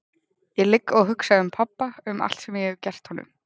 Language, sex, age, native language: Icelandic, female, 20-29, Icelandic